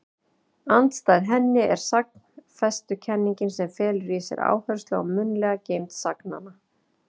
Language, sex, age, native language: Icelandic, female, 40-49, Icelandic